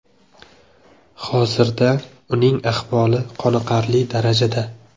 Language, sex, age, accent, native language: Uzbek, male, 25-34, Jizzax, Uzbek